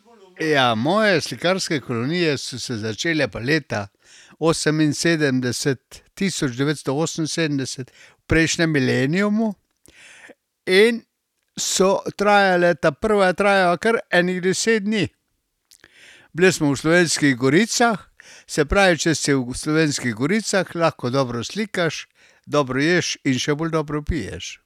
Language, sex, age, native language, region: Slovenian, male, 60+, Slovenian, Carinthia region